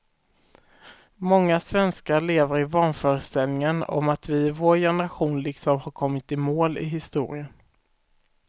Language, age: Swedish, 18